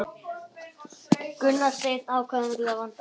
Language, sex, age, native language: Icelandic, male, 18-19, Icelandic